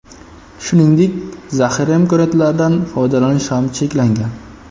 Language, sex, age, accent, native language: Uzbek, male, 25-34, Qashqadaryo, Uzbek